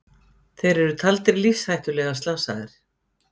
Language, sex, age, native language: Icelandic, female, 50-59, Icelandic